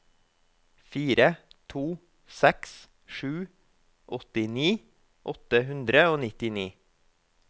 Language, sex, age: Norwegian, male, 24